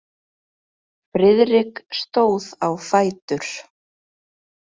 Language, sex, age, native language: Icelandic, female, 30-39, Icelandic